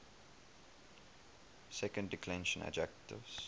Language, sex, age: English, male, 21